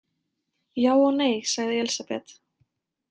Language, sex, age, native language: Icelandic, female, 20-29, Icelandic